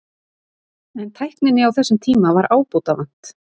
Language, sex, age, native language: Icelandic, female, 30-39, Icelandic